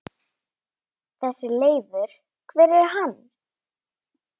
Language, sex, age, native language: Icelandic, female, 9, Icelandic